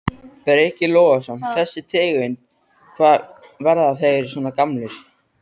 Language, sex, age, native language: Icelandic, male, 13, Icelandic